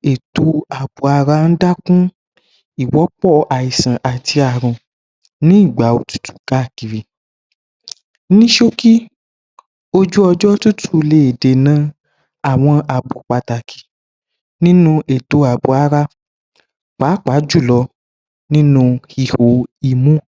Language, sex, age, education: Yoruba, male, 15-29, tertiary